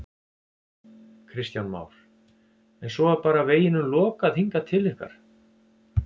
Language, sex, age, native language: Icelandic, male, 50-59, Icelandic